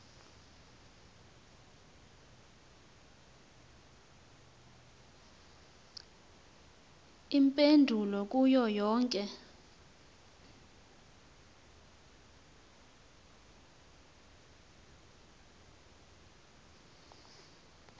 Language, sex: Xhosa, female